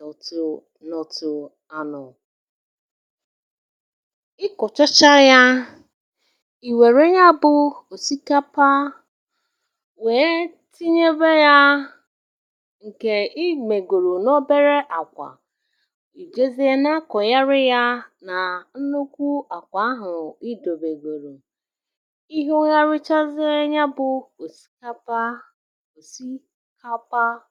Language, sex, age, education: Igbo, female, 30-45, tertiary